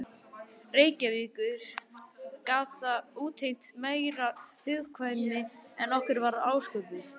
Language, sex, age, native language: Icelandic, male, 11, Icelandic